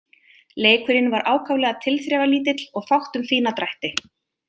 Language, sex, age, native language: Icelandic, female, 30-39, Icelandic